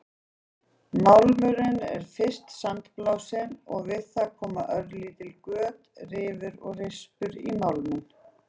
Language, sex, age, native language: Icelandic, female, 40-49, Icelandic